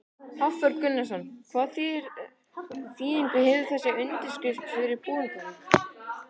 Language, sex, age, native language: Icelandic, male, 11, Icelandic